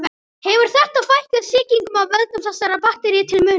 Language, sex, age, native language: Icelandic, male, 18-19, Icelandic